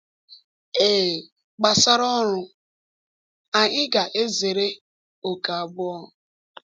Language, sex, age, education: Igbo, female, 15-29, tertiary